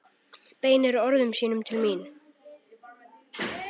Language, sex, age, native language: Icelandic, male, 10, Icelandic